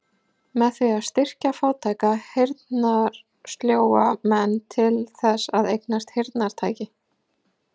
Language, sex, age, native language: Icelandic, female, 40-49, Icelandic